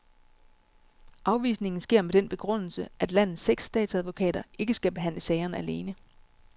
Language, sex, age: Danish, female, 36